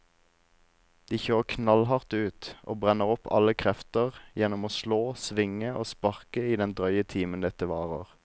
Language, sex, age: Norwegian, male, 26